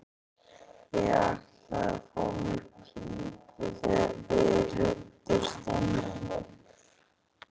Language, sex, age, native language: Icelandic, male, 18-19, Icelandic